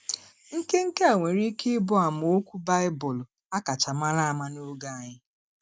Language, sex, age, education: Igbo, female, 30-45, tertiary